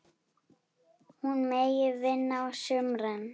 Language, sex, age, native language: Icelandic, female, 8, Icelandic